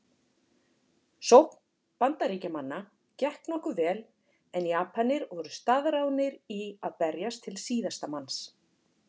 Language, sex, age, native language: Icelandic, female, 40-49, Icelandic